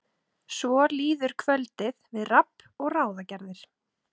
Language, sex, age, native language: Icelandic, female, 30-39, Icelandic